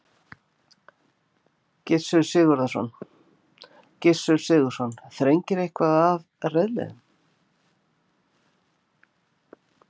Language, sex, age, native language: Icelandic, female, 50-59, Icelandic